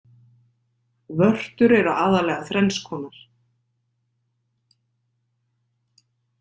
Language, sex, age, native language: Icelandic, female, 50-59, Icelandic